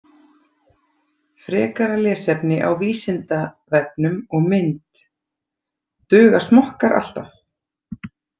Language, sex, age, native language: Icelandic, female, 40-49, Icelandic